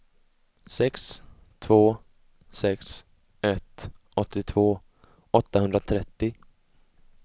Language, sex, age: Swedish, male, 20